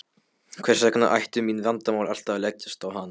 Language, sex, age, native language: Icelandic, male, 12, Polish